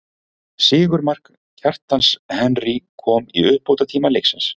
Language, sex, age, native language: Icelandic, male, 40-49, Icelandic